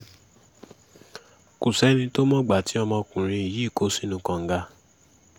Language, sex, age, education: Yoruba, male, 15-29, secondary